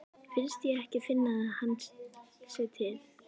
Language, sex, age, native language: Icelandic, female, 11, Icelandic